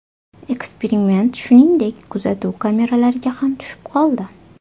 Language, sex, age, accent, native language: Uzbek, female, 18-24, Toshkent shahri, Uzbek